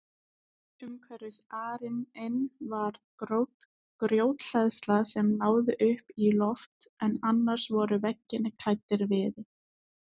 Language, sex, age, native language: Icelandic, female, 20-29, Icelandic